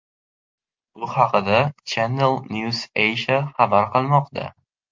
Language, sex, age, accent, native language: Uzbek, male, 18-24, Farg'ona, Uzbek